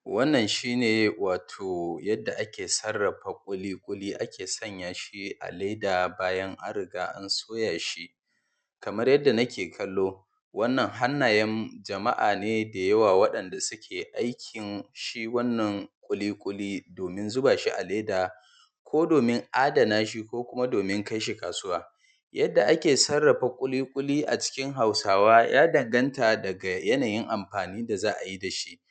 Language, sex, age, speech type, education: Hausa, male, 15-29, spontaneous, tertiary